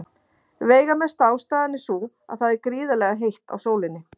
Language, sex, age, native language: Icelandic, female, 40-49, Icelandic